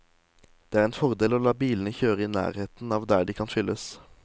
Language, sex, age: Norwegian, male, 18